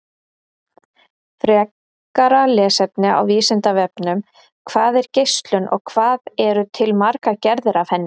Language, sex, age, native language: Icelandic, female, 30-39, Icelandic